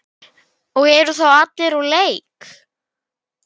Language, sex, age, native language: Icelandic, male, 10, Icelandic